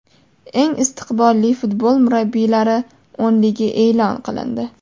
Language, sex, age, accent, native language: Uzbek, female, 18-24, Farg'ona, Uzbek